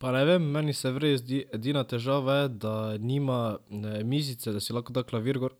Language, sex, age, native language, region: Slovenian, male, 12-17, Slovenian, Drava region